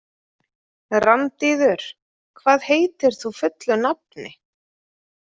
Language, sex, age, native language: Icelandic, female, 30-39, Icelandic